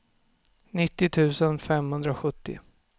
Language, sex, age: Swedish, male, 24